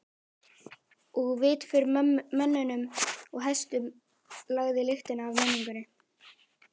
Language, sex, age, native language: Icelandic, male, 11, Icelandic